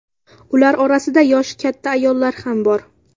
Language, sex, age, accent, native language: Uzbek, female, under 19, Samarqand, Uzbek